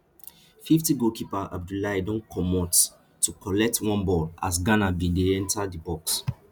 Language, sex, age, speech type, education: Nigerian Pidgin, male, 15-29, spontaneous, tertiary